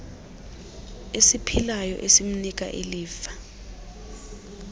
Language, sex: Xhosa, female